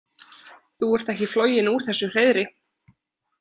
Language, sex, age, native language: Icelandic, female, 20-29, Icelandic